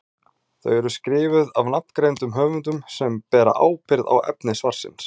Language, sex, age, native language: Icelandic, male, 40-49, Icelandic